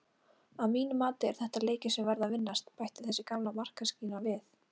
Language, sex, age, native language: Icelandic, female, 18-19, Icelandic